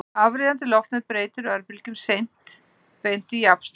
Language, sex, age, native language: Icelandic, female, 50-59, Icelandic